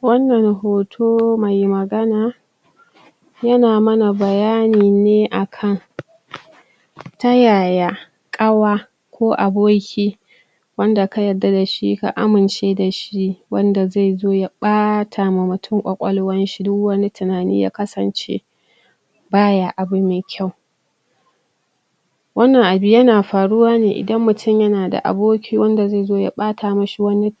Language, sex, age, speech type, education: Hausa, female, 30-45, spontaneous, tertiary